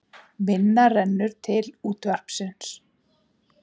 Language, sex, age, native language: Icelandic, female, 20-29, Icelandic